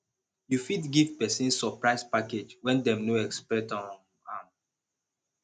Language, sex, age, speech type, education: Nigerian Pidgin, male, 15-29, spontaneous, tertiary